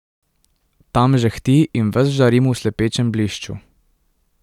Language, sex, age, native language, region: Slovenian, male, 18-29, Slovenian, Drava region